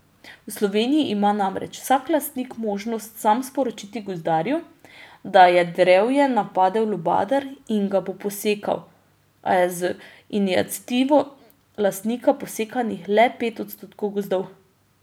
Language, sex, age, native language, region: Slovenian, female, 30-49, Slovenian, Drava region